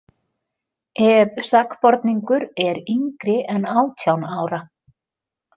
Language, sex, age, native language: Icelandic, female, 50-59, Icelandic